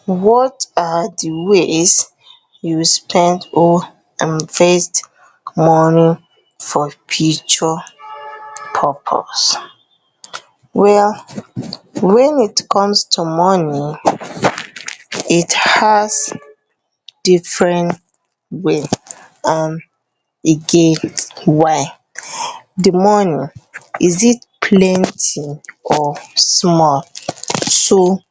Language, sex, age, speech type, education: Hausa, female, 30-45, spontaneous, tertiary